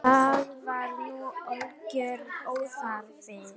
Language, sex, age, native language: Icelandic, female, 10, Polish